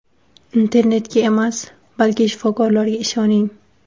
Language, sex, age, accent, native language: Uzbek, female, 19-29, Surxondaryo, Uzbek